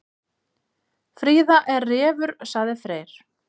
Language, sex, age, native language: Icelandic, female, 30-39, Icelandic